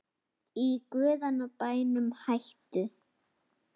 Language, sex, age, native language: Icelandic, female, 8, Icelandic